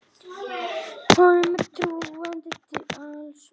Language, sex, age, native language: Icelandic, male, 10, Icelandic